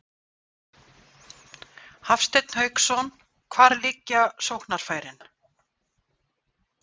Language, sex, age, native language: Icelandic, female, 60-69, Icelandic